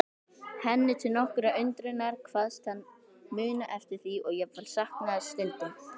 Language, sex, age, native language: Icelandic, female, 18-19, Icelandic